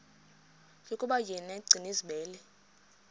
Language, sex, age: Xhosa, female, 23